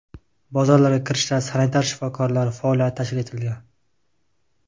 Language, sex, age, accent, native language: Uzbek, male, 19-29, Qashqadaryo, Uzbek